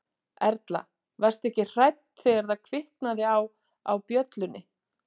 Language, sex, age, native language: Icelandic, female, 40-49, Icelandic